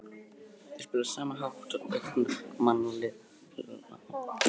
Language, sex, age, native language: Icelandic, male, 18-19, Icelandic